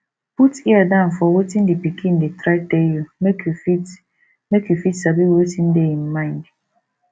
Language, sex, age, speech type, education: Nigerian Pidgin, female, 15-29, spontaneous, tertiary